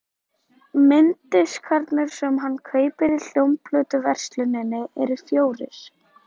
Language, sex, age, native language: Icelandic, female, 13, Icelandic